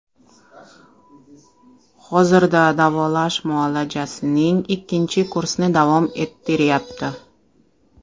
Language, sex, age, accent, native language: Uzbek, female, 35+, Toshkent shahri, Russian